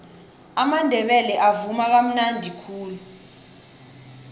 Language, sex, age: South Ndebele, female, 21